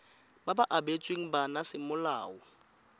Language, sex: Tswana, female